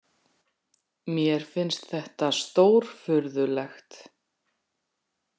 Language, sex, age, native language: Icelandic, female, 40-49, Icelandic